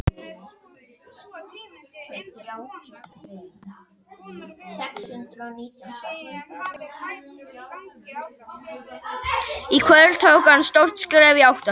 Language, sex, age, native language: Icelandic, male, 21, Icelandic